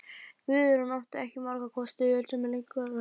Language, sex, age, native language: Icelandic, male, 12, Icelandic